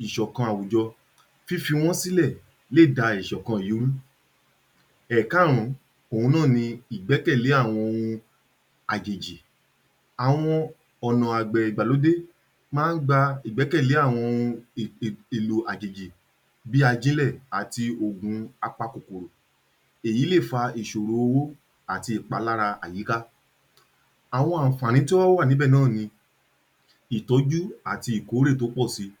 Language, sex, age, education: Yoruba, male, 30-45, tertiary